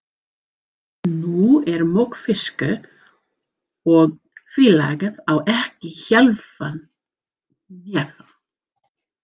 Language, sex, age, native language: Icelandic, female, 40-49, English